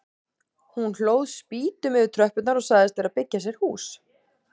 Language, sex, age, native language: Icelandic, female, 40-49, Icelandic